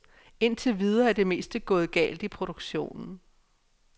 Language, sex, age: Danish, female, 57